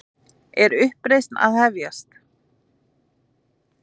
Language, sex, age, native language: Icelandic, female, 40-49, Icelandic